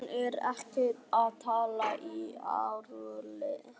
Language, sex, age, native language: Icelandic, male, 11, Icelandic